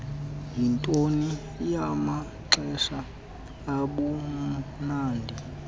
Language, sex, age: Xhosa, male, 19